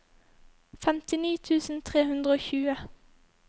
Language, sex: Norwegian, female